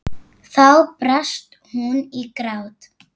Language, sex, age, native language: Icelandic, female, 8, Icelandic